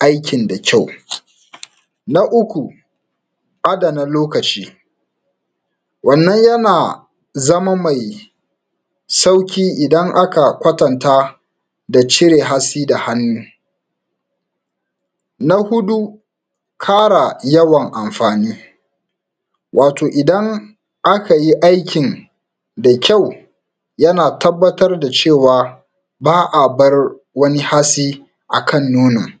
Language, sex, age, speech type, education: Hausa, male, 15-29, spontaneous, tertiary